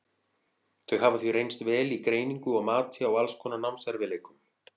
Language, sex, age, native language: Icelandic, male, 40-49, Icelandic